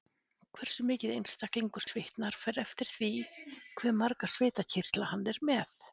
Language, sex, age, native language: Icelandic, female, 50-59, Icelandic